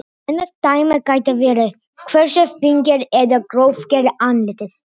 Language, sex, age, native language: Icelandic, other, 18-19, Icelandic